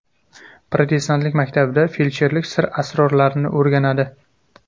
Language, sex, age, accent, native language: Uzbek, male, 25-34, Jizzax, Uzbek